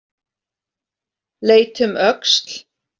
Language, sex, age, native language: Icelandic, female, 40-49, Icelandic